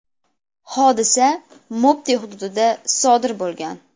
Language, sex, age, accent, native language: Uzbek, female, under 19, Namangan, Uzbek